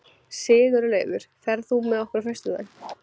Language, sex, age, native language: Icelandic, female, 15, Icelandic